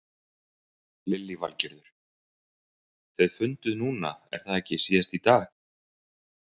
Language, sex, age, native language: Icelandic, male, 20-29, Icelandic